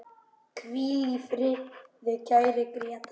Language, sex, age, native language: Icelandic, male, 10, Icelandic